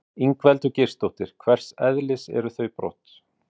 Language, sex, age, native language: Icelandic, male, 40-49, Icelandic